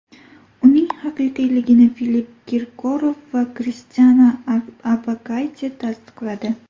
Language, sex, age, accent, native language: Uzbek, female, 18-24, Toshkent viloyati, Uzbek